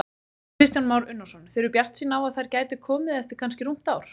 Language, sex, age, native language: Icelandic, female, 20-29, Icelandic